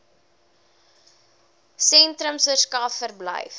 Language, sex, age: Afrikaans, female, 18